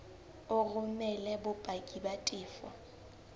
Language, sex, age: Southern Sotho, female, 19